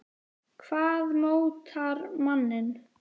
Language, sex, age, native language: Icelandic, female, 10, Icelandic